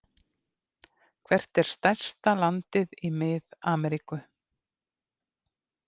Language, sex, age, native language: Icelandic, female, 50-59, Icelandic